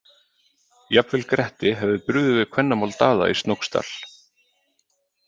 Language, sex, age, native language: Icelandic, male, 30-39, Icelandic